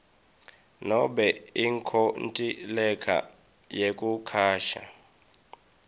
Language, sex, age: Swati, male, 23